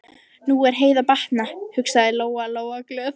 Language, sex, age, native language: Icelandic, female, 11, Icelandic